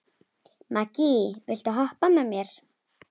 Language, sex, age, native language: Icelandic, female, 11, Icelandic